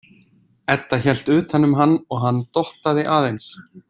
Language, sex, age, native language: Icelandic, male, 20-29, Icelandic